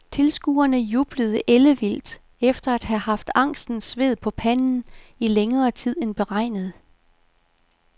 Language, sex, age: Danish, female, 51